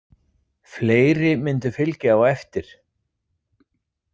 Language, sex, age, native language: Icelandic, male, 40-49, Icelandic